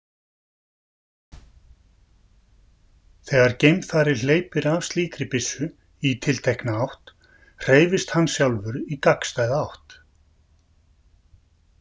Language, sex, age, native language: Icelandic, male, 50-59, Icelandic